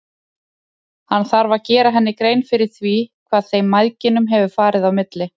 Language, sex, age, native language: Icelandic, male, 30-39, Icelandic